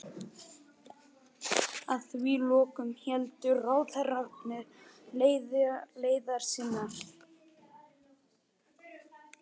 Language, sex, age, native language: Icelandic, male, 12, Icelandic